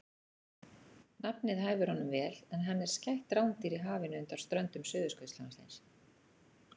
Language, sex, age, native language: Icelandic, female, 40-49, Icelandic